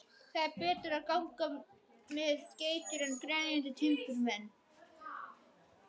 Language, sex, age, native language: Icelandic, other, 12, Icelandic